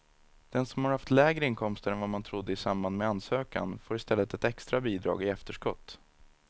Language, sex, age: Swedish, male, 30